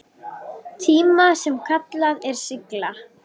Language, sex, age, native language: Icelandic, female, 9, Icelandic